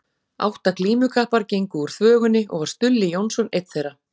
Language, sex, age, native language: Icelandic, female, 40-49, Icelandic